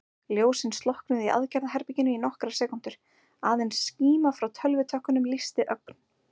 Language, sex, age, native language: Icelandic, female, 30-39, Icelandic